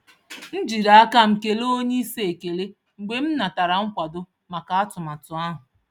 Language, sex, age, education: Igbo, female, 30-45, tertiary